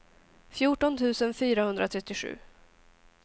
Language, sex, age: Swedish, female, 18